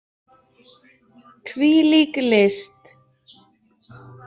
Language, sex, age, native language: Icelandic, female, 20-29, Icelandic